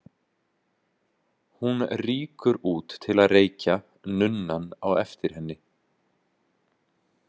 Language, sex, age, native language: Icelandic, male, 20-29, Icelandic